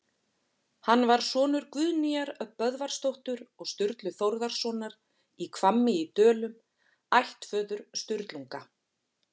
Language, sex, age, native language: Icelandic, female, 40-49, Icelandic